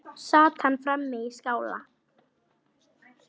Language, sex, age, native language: Icelandic, female, 10, Icelandic